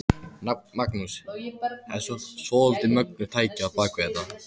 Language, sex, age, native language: Icelandic, male, 14, Icelandic